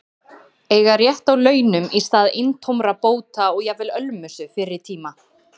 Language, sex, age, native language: Icelandic, female, 30-39, Icelandic